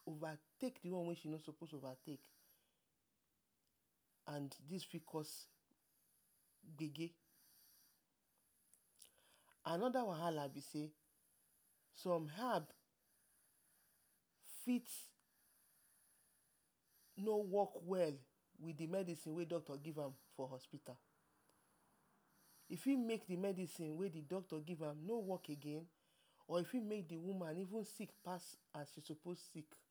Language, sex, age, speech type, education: Nigerian Pidgin, female, 30-45, spontaneous, tertiary